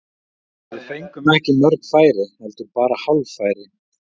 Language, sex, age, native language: Icelandic, male, 40-49, Icelandic